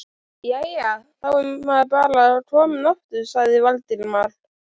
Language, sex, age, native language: Icelandic, female, 11, Icelandic